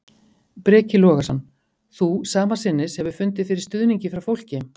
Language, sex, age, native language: Icelandic, female, 50-59, Icelandic